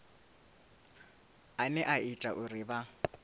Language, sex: Venda, male